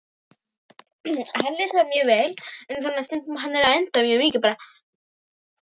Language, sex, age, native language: Icelandic, female, 18-19, Icelandic